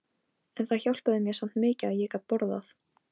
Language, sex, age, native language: Icelandic, female, 13, Polish